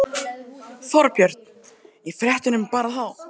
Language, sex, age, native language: Icelandic, male, 12, Icelandic